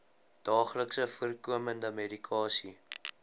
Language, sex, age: Afrikaans, male, 20